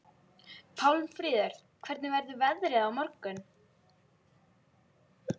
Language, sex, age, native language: Icelandic, female, 12, Icelandic